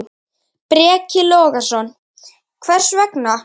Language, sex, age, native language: Icelandic, female, 10, Icelandic